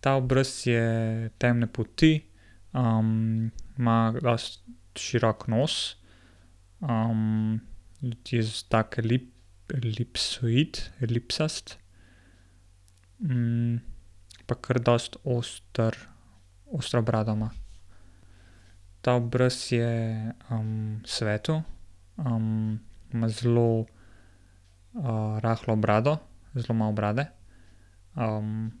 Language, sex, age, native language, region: Slovenian, male, 18-29, Slovenian, Gorenjska region